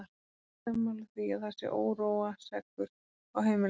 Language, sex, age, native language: Icelandic, female, 30-39, Icelandic